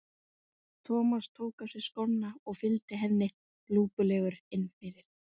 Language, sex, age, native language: Icelandic, female, 20-29, Icelandic